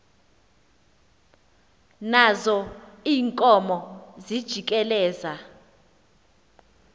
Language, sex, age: Xhosa, female, 24